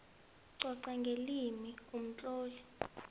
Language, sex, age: South Ndebele, female, 22